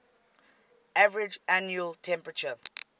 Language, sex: English, female